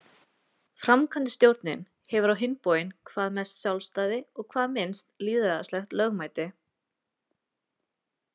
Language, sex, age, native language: Icelandic, female, 20-29, Icelandic